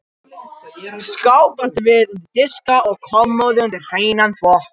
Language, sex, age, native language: Icelandic, male, 18-19, Japanese